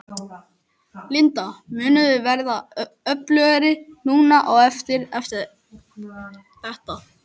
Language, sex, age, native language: Icelandic, male, 11, Icelandic